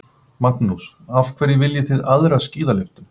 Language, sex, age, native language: Icelandic, male, 50-59, Icelandic